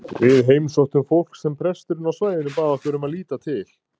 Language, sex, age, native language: Icelandic, male, 30-39, Icelandic